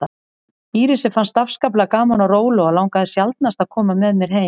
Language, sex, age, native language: Icelandic, female, 40-49, Icelandic